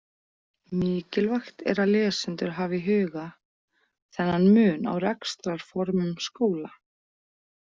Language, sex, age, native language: Icelandic, female, 40-49, Icelandic